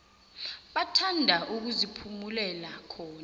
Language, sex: South Ndebele, female